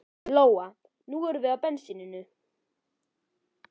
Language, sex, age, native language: Icelandic, male, 11, Icelandic